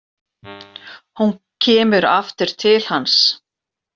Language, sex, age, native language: Icelandic, female, 40-49, Icelandic